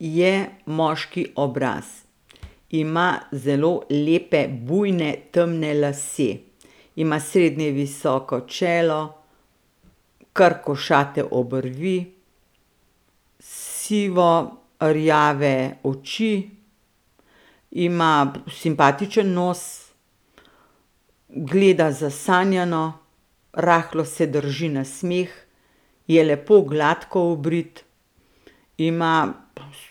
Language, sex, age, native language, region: Slovenian, female, 50-59, Slovenian, Central Slovenia